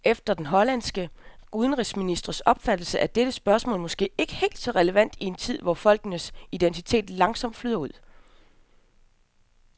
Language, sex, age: Danish, female, 27